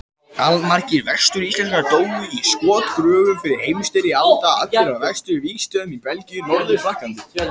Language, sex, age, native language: Icelandic, male, 18-19, Icelandic